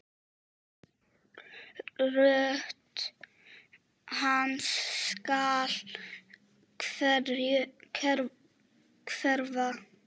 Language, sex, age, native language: Icelandic, male, 7, Czech